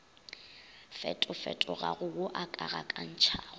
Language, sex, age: Northern Sotho, female, 22